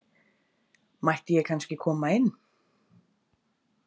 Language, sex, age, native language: Icelandic, female, 30-39, Icelandic